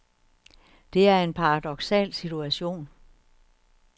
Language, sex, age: Danish, female, 61